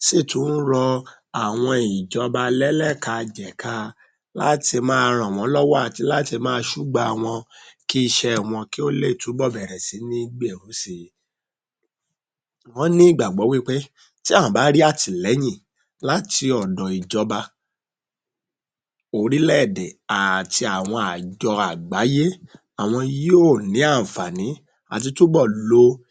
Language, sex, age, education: Yoruba, male, 30-45, tertiary